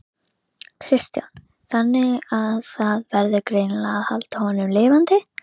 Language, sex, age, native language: Icelandic, female, 11, Icelandic